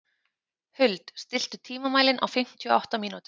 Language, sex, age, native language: Icelandic, female, 30-39, Icelandic